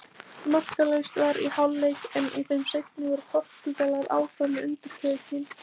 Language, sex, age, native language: Icelandic, female, 20-29, Icelandic